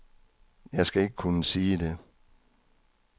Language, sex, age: Danish, male, 66